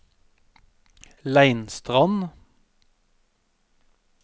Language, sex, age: Norwegian, male, 31